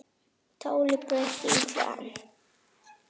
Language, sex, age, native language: Icelandic, male, 9, Icelandic